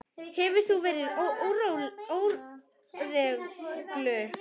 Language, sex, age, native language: Icelandic, female, 10, Icelandic